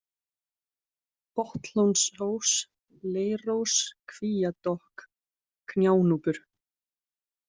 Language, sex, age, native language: Icelandic, female, 20-29, Icelandic